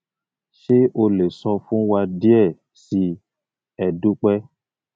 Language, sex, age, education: Yoruba, male, 30-45, tertiary